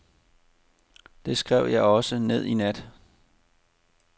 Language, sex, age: Danish, male, 30